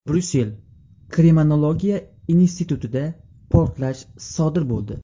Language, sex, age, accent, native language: Uzbek, male, 18-24, Qashqadaryo, Uzbek